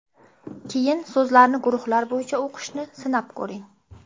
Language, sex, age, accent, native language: Uzbek, female, 18-24, Qashqadaryo, Uzbek